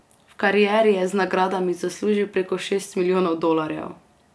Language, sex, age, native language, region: Slovenian, female, 18-29, Slovenian, Carinthia region